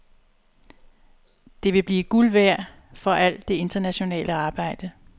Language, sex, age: Danish, female, 62